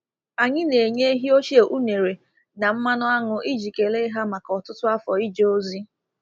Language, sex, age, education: Igbo, female, 15-29, tertiary